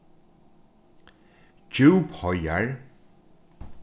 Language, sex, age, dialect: Faroese, male, 36-60, Norðurstreymoy/Eysturoy